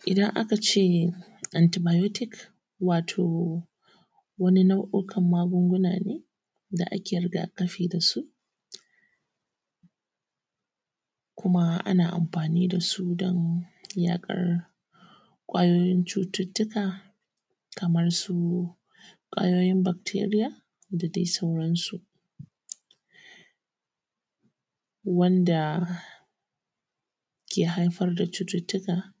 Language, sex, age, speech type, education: Hausa, male, 30-45, spontaneous, secondary